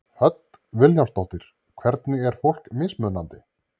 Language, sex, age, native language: Icelandic, male, 30-39, Icelandic